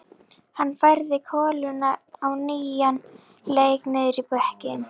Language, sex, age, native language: Icelandic, female, 11, Icelandic